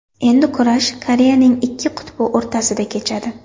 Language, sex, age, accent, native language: Uzbek, female, 18-24, Surxondaryo, Uzbek